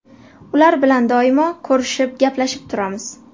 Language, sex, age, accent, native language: Uzbek, female, 18-24, Buxoro, Uzbek